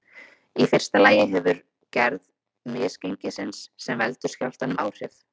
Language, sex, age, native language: Icelandic, female, 20-29, Icelandic